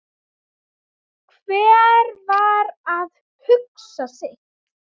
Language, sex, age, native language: Icelandic, female, 7, Icelandic